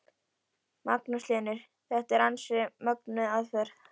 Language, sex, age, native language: Icelandic, female, 11, Icelandic